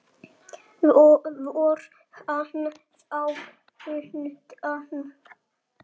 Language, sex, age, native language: Icelandic, male, 7, Icelandic